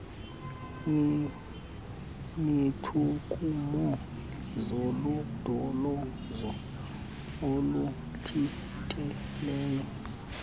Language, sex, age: Xhosa, male, 19